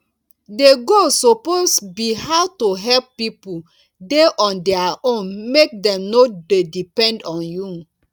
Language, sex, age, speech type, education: Nigerian Pidgin, female, 30-45, spontaneous, tertiary